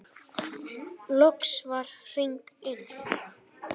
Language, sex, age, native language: Icelandic, male, 10, Icelandic